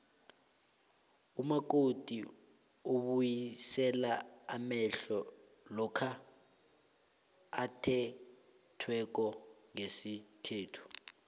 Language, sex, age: South Ndebele, male, 22